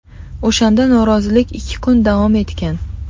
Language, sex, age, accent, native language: Uzbek, female, 35+, Qashqadaryo, Uzbek